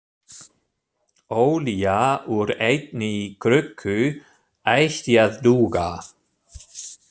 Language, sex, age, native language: Icelandic, male, 60-69, German